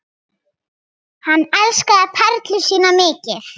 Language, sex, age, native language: Icelandic, female, 6, Icelandic